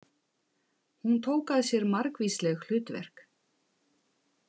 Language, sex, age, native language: Icelandic, female, 50-59, Icelandic